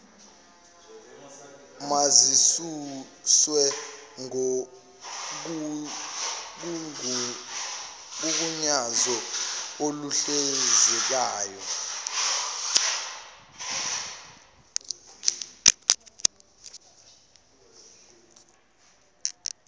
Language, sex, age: Zulu, male, 24